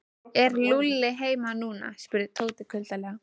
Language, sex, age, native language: Icelandic, female, 13, Icelandic